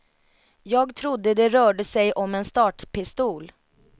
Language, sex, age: Swedish, female, 33